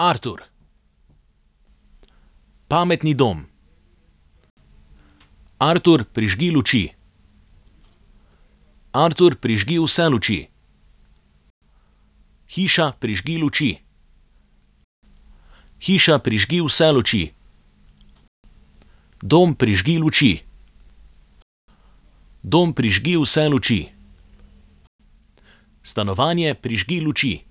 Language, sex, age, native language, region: Slovenian, male, 30-49, Slovenian, Savinja region